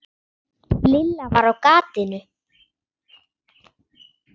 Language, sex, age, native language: Icelandic, female, 10, Icelandic